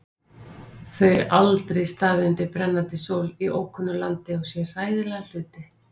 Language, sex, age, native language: Icelandic, female, 50-59, Icelandic